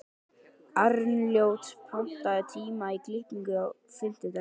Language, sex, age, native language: Icelandic, male, 12, Icelandic